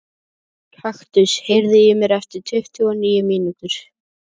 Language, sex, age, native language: Icelandic, male, 11, Icelandic